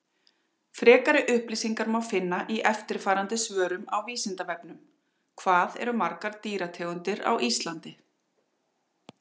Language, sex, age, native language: Icelandic, female, 40-49, Icelandic